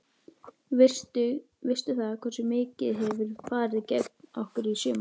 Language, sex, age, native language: Icelandic, female, 12, Icelandic